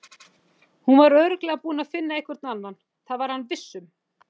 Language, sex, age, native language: Icelandic, female, 50-59, Icelandic